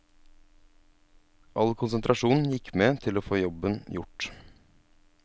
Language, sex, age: Norwegian, male, 27